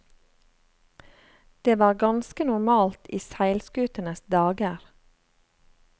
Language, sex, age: Norwegian, female, 35